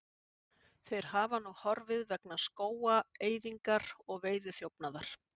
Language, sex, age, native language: Icelandic, female, 50-59, Icelandic